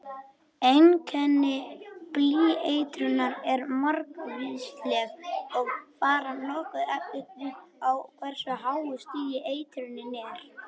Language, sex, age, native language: Icelandic, male, 21, Icelandic